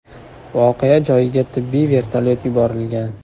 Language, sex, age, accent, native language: Uzbek, male, 18-24, Farg'ona, Uzbek